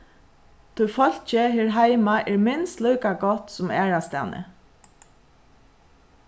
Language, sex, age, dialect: Faroese, female, 36-60, Suðuroy